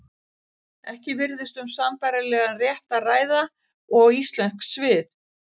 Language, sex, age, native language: Icelandic, female, 60-69, Icelandic